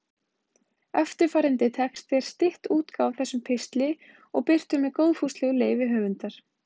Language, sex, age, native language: Icelandic, female, 20-29, Icelandic